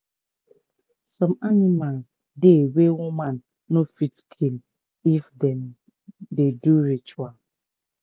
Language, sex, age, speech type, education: Nigerian Pidgin, female, 30-45, spontaneous, tertiary